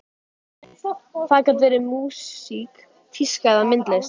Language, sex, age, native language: Icelandic, female, 12, Icelandic